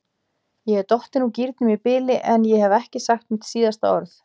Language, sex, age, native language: Icelandic, female, 40-49, Icelandic